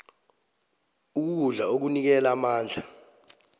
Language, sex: South Ndebele, male